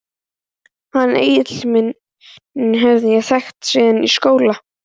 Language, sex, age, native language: Icelandic, male, 11, Icelandic